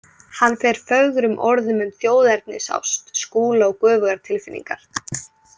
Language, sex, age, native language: Icelandic, female, 18-19, Icelandic